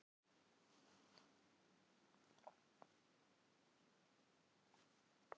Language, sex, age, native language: Icelandic, female, 40-49, Filipino